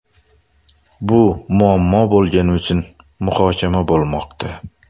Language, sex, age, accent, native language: Uzbek, male, 25-34, Xorazm, Uzbek